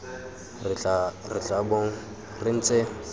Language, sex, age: Tswana, male, 25